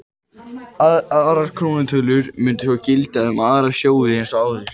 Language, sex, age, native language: Icelandic, male, 18-19, Icelandic